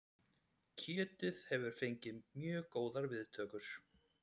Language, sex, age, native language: Icelandic, male, 30-39, Icelandic